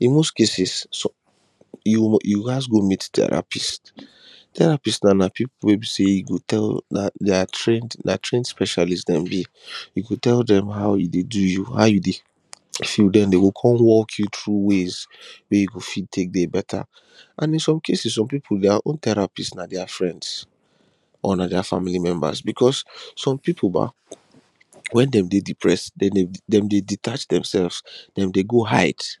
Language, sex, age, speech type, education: Nigerian Pidgin, male, 15-29, spontaneous, tertiary